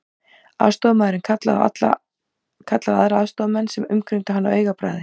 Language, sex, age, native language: Icelandic, female, 18-19, Icelandic